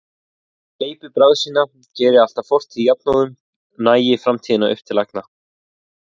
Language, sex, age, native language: Icelandic, male, 20-29, Icelandic